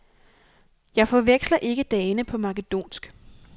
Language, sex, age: Danish, female, 28